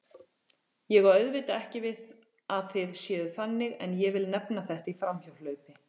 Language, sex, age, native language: Icelandic, female, 40-49, Icelandic